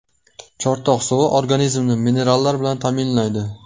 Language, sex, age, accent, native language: Uzbek, male, 18-24, Qashqadaryo, Uzbek